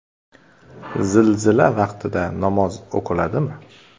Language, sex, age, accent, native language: Uzbek, male, 25-34, Xorazm, Uzbek